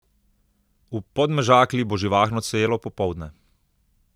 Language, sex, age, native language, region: Slovenian, male, 30-49, Slovenian, Southeast Slovenia